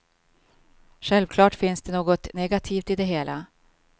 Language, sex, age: Swedish, female, 52